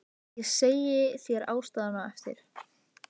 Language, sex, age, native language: Icelandic, female, 15, Icelandic